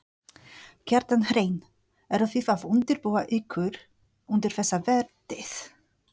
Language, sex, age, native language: Icelandic, female, 40-49, Polish